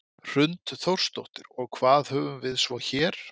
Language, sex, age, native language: Icelandic, male, 50-59, Icelandic